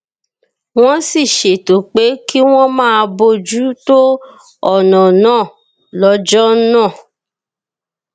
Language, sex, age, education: Yoruba, female, 30-45, tertiary